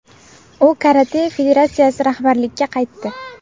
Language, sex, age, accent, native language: Uzbek, female, 19-29, Navoiy, Uzbek